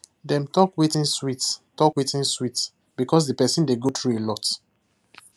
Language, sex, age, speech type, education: Nigerian Pidgin, male, 15-29, spontaneous, tertiary